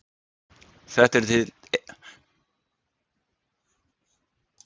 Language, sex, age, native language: Icelandic, male, 60-69, Icelandic